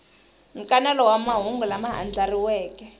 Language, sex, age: Tsonga, female, 20